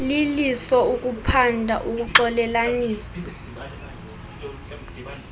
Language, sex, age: Xhosa, female, 20